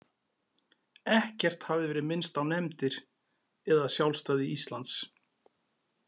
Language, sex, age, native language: Icelandic, male, 40-49, Icelandic